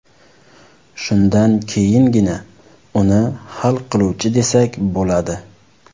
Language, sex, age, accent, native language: Uzbek, male, 19-29, Surxondaryo, Uzbek